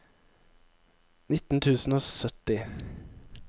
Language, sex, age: Norwegian, male, 23